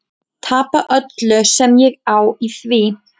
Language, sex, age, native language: Icelandic, female, 20-29, Icelandic